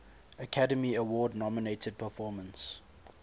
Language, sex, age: English, male, 22